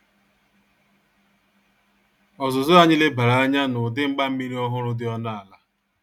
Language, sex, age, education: Igbo, male, 46-60, tertiary